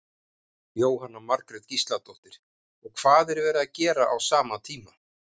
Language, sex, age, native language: Icelandic, male, 50-59, Icelandic